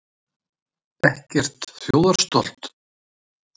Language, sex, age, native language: Icelandic, male, 60-69, Icelandic